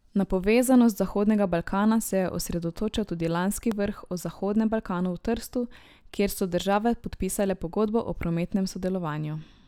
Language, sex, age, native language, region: Slovenian, male, 18-29, Slovenian, Drava region